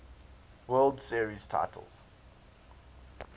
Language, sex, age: English, male, 19